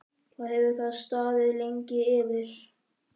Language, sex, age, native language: Icelandic, male, 11, Icelandic